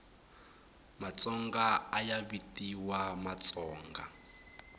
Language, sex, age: Tsonga, male, 18